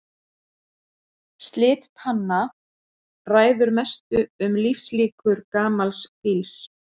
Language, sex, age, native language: Icelandic, female, 40-49, Icelandic